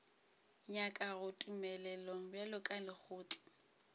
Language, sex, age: Northern Sotho, female, 22